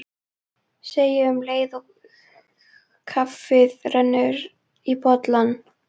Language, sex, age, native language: Icelandic, female, 12, Icelandic